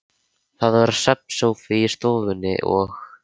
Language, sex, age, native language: Icelandic, male, 13, Icelandic